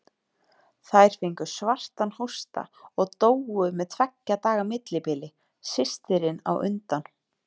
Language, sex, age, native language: Icelandic, female, 30-39, Icelandic